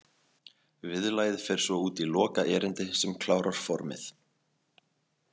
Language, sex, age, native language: Icelandic, male, 20-29, Icelandic